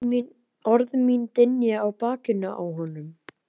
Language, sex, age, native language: Icelandic, male, 11, Icelandic